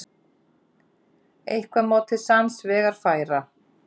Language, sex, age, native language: Icelandic, female, 30-39, Icelandic